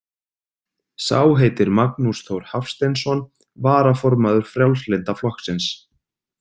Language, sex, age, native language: Icelandic, male, 30-39, Icelandic